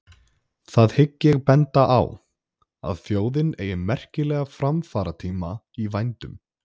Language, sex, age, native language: Icelandic, male, 20-29, Icelandic